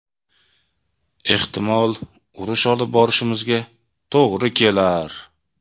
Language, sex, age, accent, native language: Uzbek, male, 25-34, Toshkent viloyati, Uzbek